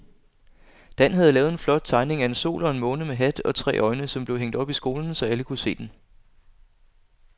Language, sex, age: Danish, male, 25